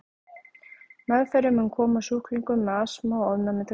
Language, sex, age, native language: Icelandic, female, 30-39, Icelandic